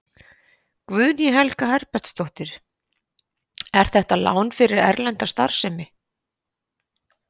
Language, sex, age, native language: Icelandic, female, 50-59, Icelandic